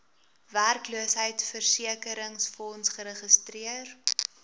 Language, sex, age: Afrikaans, female, 20